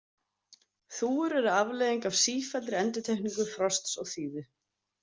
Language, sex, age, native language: Icelandic, female, 30-39, Icelandic